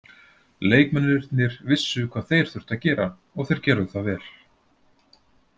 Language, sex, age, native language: Icelandic, male, 40-49, Icelandic